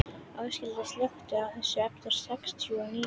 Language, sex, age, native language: Icelandic, female, 11, Icelandic